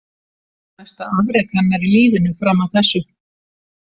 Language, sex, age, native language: Icelandic, female, 40-49, Icelandic